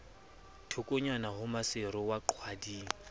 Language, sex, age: Southern Sotho, male, 24